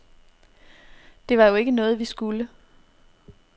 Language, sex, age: Danish, female, 26